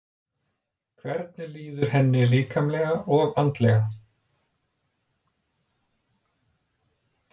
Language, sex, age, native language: Icelandic, male, 40-49, Icelandic